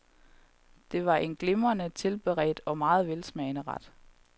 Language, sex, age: Danish, female, 31